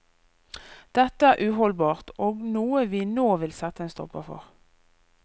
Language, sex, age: Norwegian, female, 24